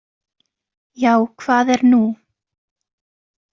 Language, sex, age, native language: Icelandic, female, 20-29, Icelandic